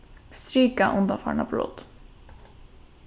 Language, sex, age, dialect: Faroese, female, 15-35, Norðuroyggjar